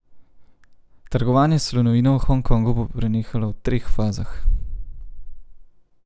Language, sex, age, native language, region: Slovenian, male, 30-49, Slovenian, Central Slovenia